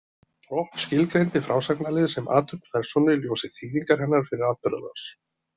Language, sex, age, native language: Icelandic, male, 30-39, Icelandic